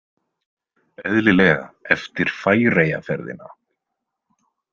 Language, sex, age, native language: Icelandic, male, 20-29, Icelandic